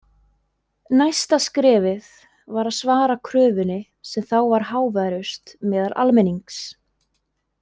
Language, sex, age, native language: Icelandic, female, 20-29, Icelandic